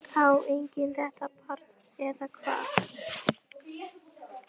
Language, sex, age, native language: Icelandic, female, 11, Icelandic